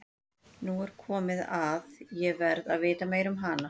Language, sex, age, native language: Icelandic, female, 40-49, Icelandic